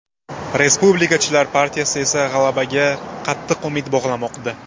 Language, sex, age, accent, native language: Uzbek, male, 18-24, Buxoro, Uzbek